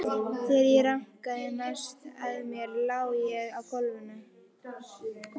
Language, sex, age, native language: Icelandic, female, 11, Icelandic